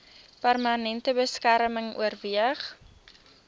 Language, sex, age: Afrikaans, female, 23